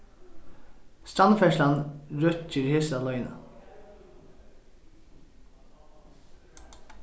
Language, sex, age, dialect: Faroese, male, 15-35, Norðurstreymoy/Eysturoy